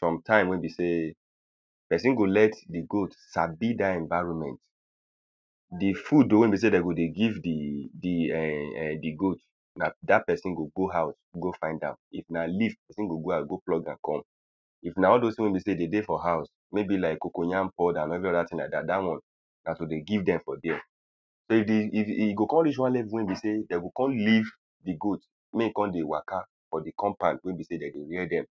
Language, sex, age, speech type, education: Nigerian Pidgin, male, 30-45, spontaneous, primary